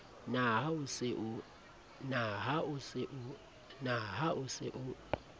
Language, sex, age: Southern Sotho, male, 30